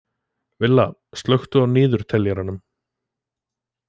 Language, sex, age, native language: Icelandic, male, 20-29, Icelandic